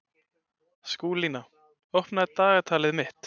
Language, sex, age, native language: Icelandic, male, 20-29, Icelandic